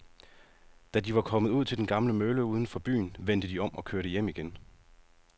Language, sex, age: Danish, male, 30